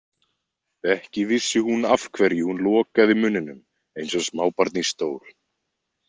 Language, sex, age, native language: Icelandic, male, 20-29, Icelandic